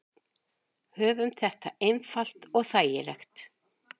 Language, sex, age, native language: Icelandic, female, 60-69, Icelandic